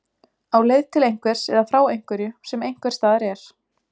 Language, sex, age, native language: Icelandic, female, 20-29, Icelandic